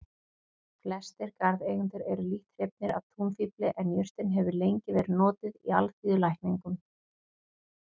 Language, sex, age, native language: Icelandic, female, 40-49, Icelandic